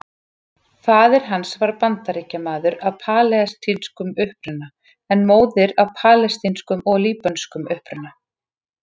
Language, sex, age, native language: Icelandic, female, 40-49, Icelandic